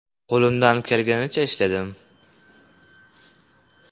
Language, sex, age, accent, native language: Uzbek, male, 12-17, Namangan, Uzbek